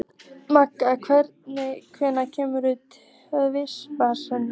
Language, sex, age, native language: Icelandic, female, 15, Icelandic